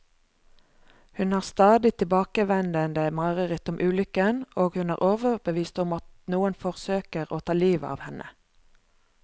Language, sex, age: Norwegian, female, 36